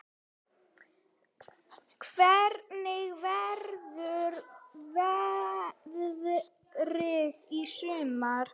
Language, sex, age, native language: Icelandic, female, 9, Icelandic